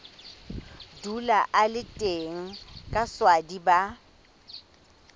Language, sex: Southern Sotho, female